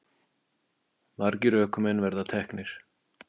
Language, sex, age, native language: Icelandic, male, 50-59, Icelandic